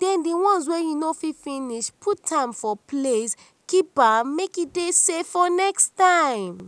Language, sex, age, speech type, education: Nigerian Pidgin, female, 30-45, spontaneous, tertiary